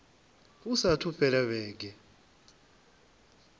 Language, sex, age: Venda, male, 23